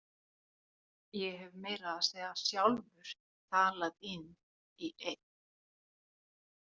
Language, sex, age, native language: Icelandic, female, 40-49, Finnish